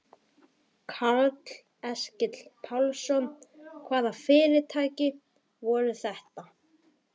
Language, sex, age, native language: Icelandic, male, 11, Icelandic